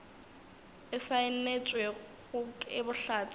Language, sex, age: Northern Sotho, female, 19